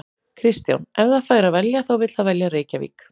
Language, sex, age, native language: Icelandic, female, 40-49, Icelandic